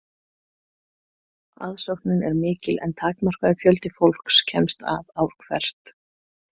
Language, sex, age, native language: Icelandic, female, 20-29, Icelandic